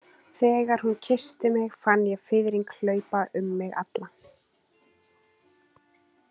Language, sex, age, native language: Icelandic, female, 20-29, Icelandic